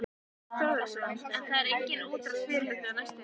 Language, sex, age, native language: Icelandic, female, 14, Icelandic